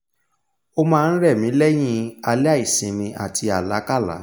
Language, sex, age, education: Yoruba, male, 15-29, tertiary